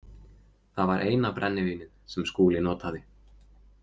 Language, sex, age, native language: Icelandic, male, 20-29, Icelandic